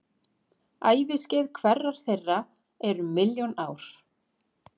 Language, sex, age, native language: Icelandic, female, 40-49, Icelandic